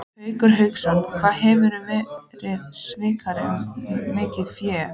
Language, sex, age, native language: Icelandic, female, 14, Icelandic